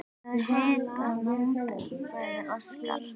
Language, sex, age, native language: Icelandic, female, 9, Icelandic